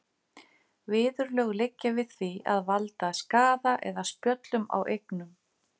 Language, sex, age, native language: Icelandic, female, 50-59, Icelandic